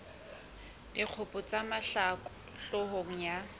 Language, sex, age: Southern Sotho, female, 20